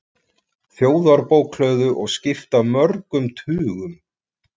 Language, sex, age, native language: Icelandic, male, 40-49, Icelandic